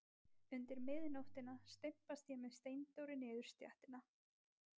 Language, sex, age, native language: Icelandic, female, 20-29, Icelandic